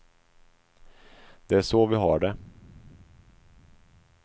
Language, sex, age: Swedish, male, 25